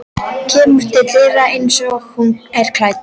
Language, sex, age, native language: Icelandic, female, 12, Icelandic